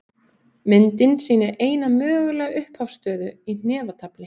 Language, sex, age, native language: Icelandic, female, 18-19, Icelandic